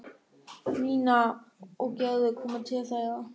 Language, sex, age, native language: Icelandic, male, 13, German